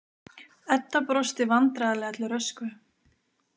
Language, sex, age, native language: Icelandic, female, 20-29, Icelandic